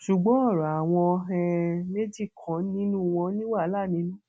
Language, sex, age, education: Yoruba, female, 15-29, tertiary